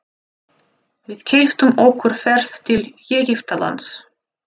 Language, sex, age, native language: Icelandic, female, 30-39, Russian